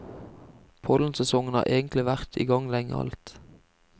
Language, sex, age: Norwegian, male, 25